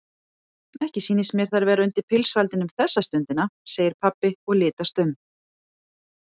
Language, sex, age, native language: Icelandic, female, 40-49, Icelandic